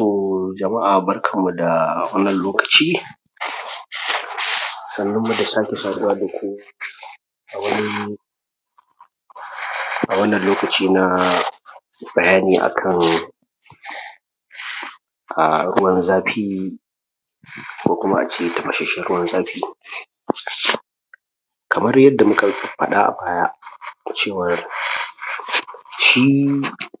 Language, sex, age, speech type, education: Hausa, male, 30-45, spontaneous, primary